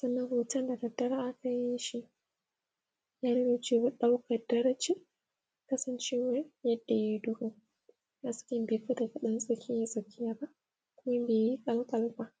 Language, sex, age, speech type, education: Hausa, female, 15-29, spontaneous, tertiary